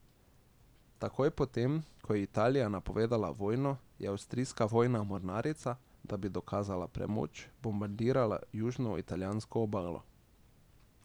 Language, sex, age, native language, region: Slovenian, male, 18-29, Slovenian, Drava region